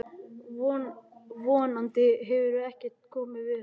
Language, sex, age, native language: Icelandic, male, 11, Icelandic